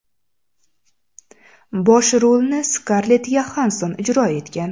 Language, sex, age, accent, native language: Uzbek, female, 18-24, Samarqand, Uzbek